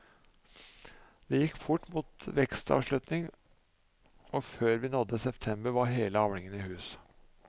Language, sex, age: Norwegian, male, 45